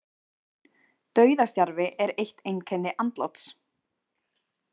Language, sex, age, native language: Icelandic, female, 20-29, Icelandic